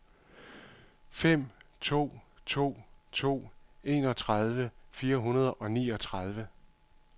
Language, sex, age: Danish, male, 51